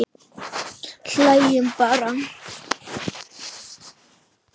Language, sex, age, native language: Icelandic, male, 10, Icelandic